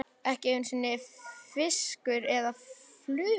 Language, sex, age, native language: Icelandic, male, 11, Icelandic